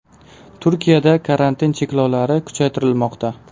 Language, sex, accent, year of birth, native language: Uzbek, male, Qashqadaryo, 2000, Uzbek